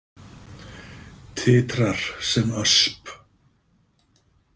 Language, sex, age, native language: Icelandic, male, 50-59, Icelandic